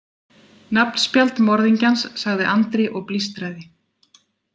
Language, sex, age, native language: Icelandic, female, 40-49, Icelandic